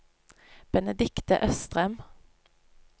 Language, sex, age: Norwegian, female, 25